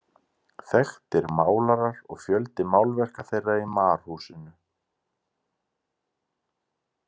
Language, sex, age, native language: Icelandic, male, 30-39, Icelandic